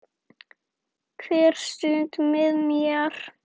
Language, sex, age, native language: Icelandic, female, 9, Icelandic